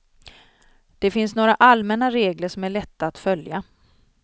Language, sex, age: Swedish, female, 40